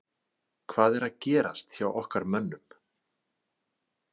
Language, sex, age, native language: Icelandic, male, 40-49, Icelandic